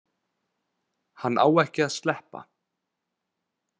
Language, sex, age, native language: Icelandic, male, 20-29, Icelandic